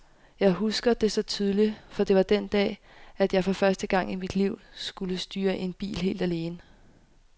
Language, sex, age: Danish, female, 25